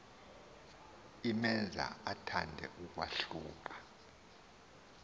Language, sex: Xhosa, male